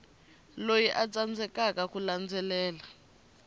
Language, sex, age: Tsonga, female, 19